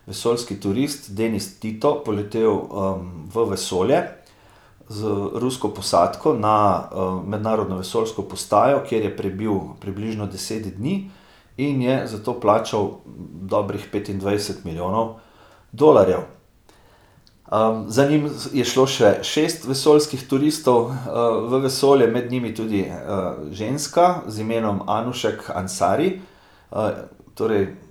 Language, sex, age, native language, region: Slovenian, male, 50-59, Slovenian, Gorica region